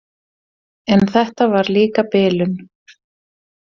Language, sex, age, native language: Icelandic, female, 40-49, Icelandic